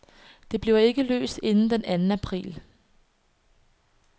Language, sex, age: Danish, female, 21